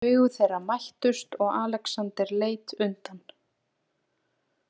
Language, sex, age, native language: Icelandic, female, 30-39, Icelandic